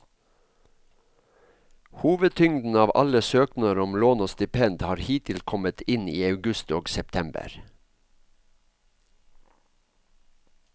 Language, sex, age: Norwegian, male, 54